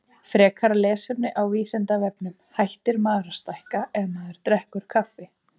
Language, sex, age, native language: Icelandic, female, 20-29, Icelandic